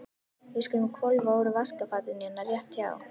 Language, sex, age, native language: Icelandic, female, 11, Icelandic